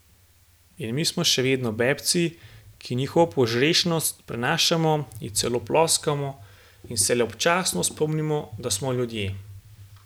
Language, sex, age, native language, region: Slovenian, male, 18-29, Slovenian, Gorenjska region